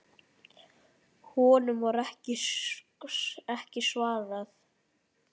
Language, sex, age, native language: Icelandic, male, 9, Icelandic